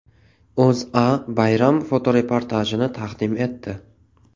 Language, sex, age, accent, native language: Uzbek, male, 18-24, Toshkent viloyati, Uzbek